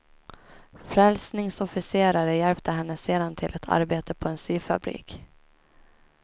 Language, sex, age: Swedish, female, 23